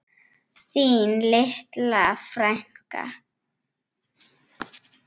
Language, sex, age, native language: Icelandic, other, 8, Icelandic